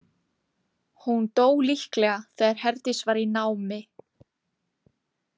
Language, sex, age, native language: Icelandic, female, 20-29, Icelandic